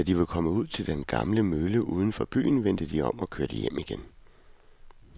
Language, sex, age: Danish, male, 41